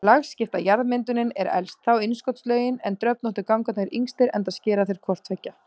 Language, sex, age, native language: Icelandic, female, 30-39, Icelandic